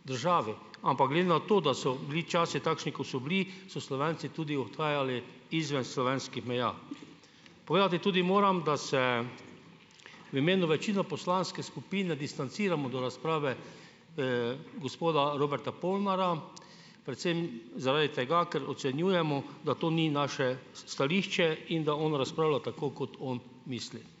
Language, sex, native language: Slovenian, male, Slovenian